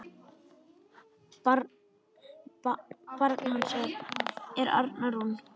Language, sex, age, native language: Icelandic, male, 10, Icelandic